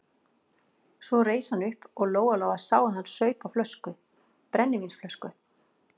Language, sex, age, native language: Icelandic, female, 40-49, Icelandic